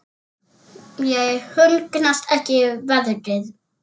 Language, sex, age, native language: Icelandic, male, 7, Icelandic